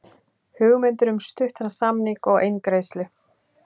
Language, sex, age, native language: Icelandic, female, 30-39, Icelandic